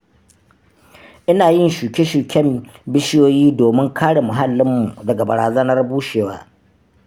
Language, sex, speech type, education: Hausa, male, spontaneous, tertiary